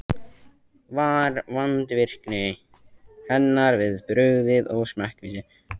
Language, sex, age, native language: Icelandic, male, 14, Icelandic